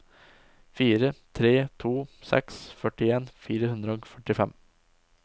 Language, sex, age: Norwegian, male, 20